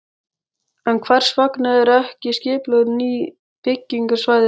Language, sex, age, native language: Icelandic, male, 13, Icelandic